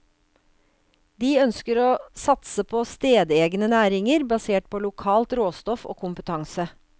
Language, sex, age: Norwegian, female, 56